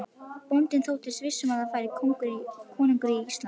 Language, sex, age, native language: Icelandic, female, 11, Icelandic